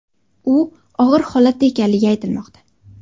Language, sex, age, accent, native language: Uzbek, female, under 19, Andijon, Uzbek